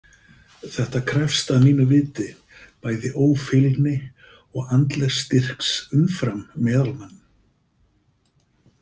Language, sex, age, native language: Icelandic, male, 50-59, Icelandic